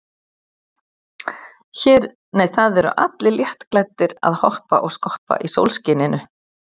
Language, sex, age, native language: Icelandic, female, 60-69, Icelandic